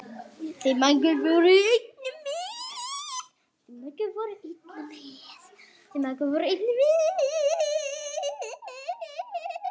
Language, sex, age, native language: Icelandic, female, 8, Icelandic